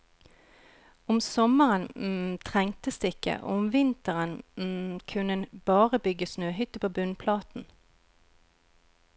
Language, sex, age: Norwegian, female, 41